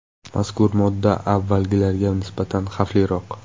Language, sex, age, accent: Uzbek, male, 18-24, Qoraqalpog'iston